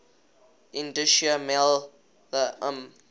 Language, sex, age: English, male, 21